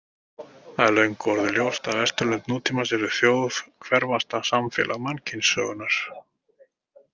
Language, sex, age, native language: Icelandic, male, 40-49, Icelandic